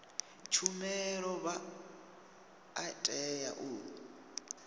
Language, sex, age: Venda, male, 22